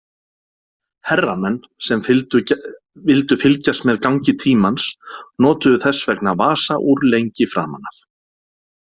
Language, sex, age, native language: Icelandic, male, 40-49, Icelandic